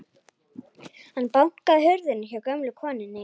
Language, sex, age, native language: Icelandic, female, 14, Icelandic